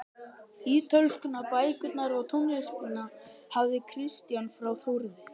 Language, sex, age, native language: Icelandic, male, 11, Icelandic